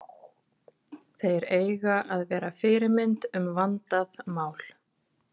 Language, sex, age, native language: Icelandic, female, 30-39, Icelandic